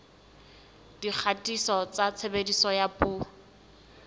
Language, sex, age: Southern Sotho, female, 20